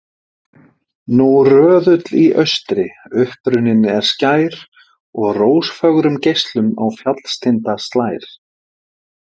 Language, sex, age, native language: Icelandic, male, 50-59, Icelandic